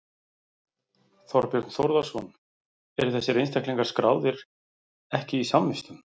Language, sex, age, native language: Icelandic, male, 40-49, Icelandic